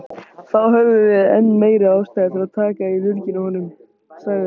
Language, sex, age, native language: Icelandic, male, 18-19, Icelandic